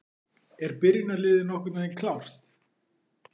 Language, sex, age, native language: Icelandic, male, 40-49, Icelandic